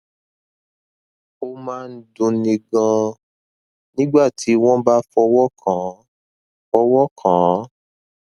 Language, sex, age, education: Yoruba, male, 15-29, tertiary